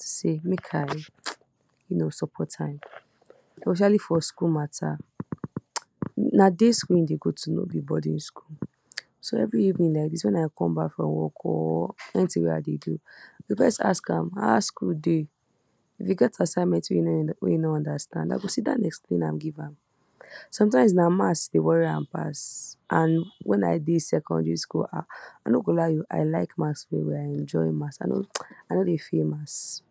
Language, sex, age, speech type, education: Nigerian Pidgin, female, 46-60, spontaneous, tertiary